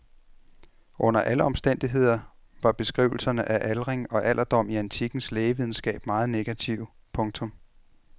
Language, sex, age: Danish, male, 33